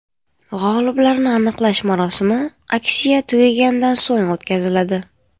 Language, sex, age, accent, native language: Uzbek, female, 18-24, Navoiy, Uzbek